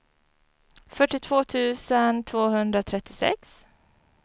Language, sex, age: Swedish, female, 34